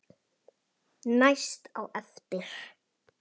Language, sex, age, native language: Icelandic, male, 10, Icelandic